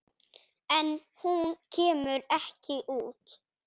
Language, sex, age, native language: Icelandic, male, 6, Icelandic